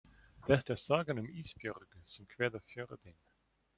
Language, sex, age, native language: Icelandic, male, 40-49, German